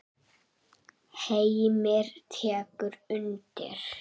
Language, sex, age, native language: Icelandic, male, 7, Icelandic